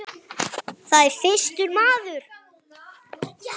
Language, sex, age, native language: Icelandic, male, 8, Icelandic